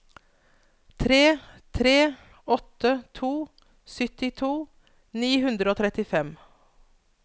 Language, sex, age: Norwegian, female, 42